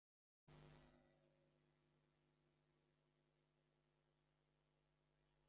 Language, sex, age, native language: Icelandic, male, 50-59, Icelandic